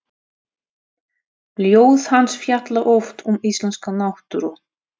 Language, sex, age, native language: Icelandic, female, 30-39, Russian